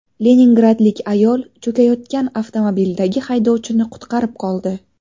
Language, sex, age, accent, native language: Uzbek, female, 19-29, Navoiy, Uzbek